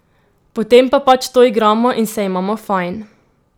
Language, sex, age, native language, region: Slovenian, female, 18-29, Slovenian, Drava region